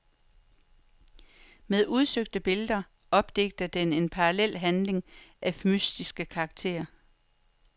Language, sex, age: Danish, female, 43